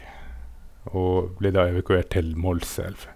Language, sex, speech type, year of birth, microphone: Norwegian, male, spontaneous, 1969, Sennheiser